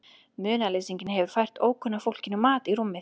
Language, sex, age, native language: Icelandic, female, 30-39, Icelandic